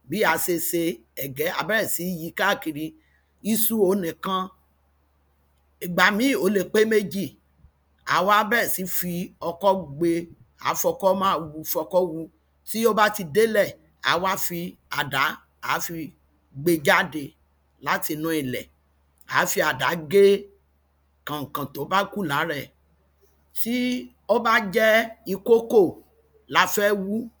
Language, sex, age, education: Yoruba, female, 46-60, tertiary